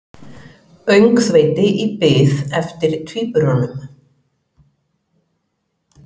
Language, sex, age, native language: Icelandic, female, 40-49, Icelandic